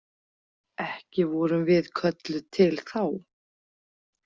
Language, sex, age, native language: Icelandic, female, 40-49, Icelandic